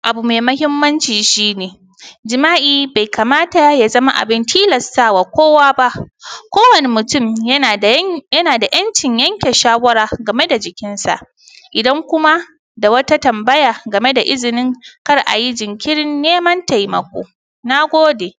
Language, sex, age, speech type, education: Hausa, female, 15-29, spontaneous, primary